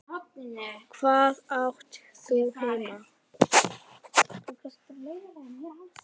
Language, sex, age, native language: Icelandic, female, 9, Icelandic